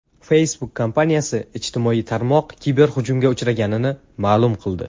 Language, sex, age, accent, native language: Uzbek, male, under 19, Jizzax, Uzbek